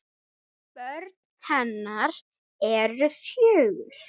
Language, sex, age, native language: Icelandic, female, 8, Icelandic